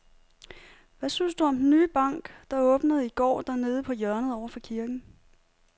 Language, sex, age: Danish, female, 30